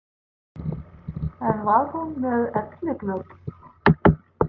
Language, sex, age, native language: Icelandic, female, 50-59, English